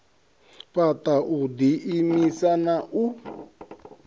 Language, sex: Venda, male